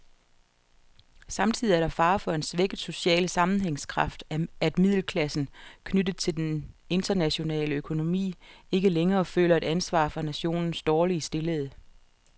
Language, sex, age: Danish, female, 47